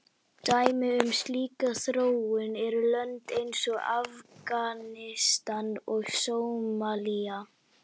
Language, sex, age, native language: Icelandic, female, 60-69, Icelandic